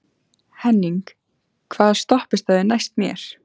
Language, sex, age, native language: Icelandic, female, 14, Icelandic